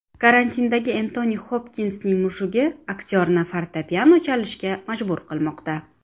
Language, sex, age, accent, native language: Uzbek, female, 19-29, Samarqand, Uzbek